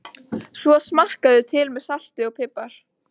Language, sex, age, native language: Icelandic, female, 13, Icelandic